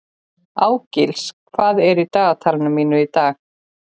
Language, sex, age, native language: Icelandic, female, 40-49, Icelandic